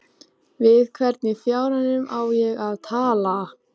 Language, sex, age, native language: Icelandic, female, 14, Icelandic